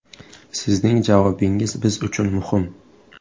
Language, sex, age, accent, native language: Uzbek, male, 18-24, Toshkent shahri, Uzbek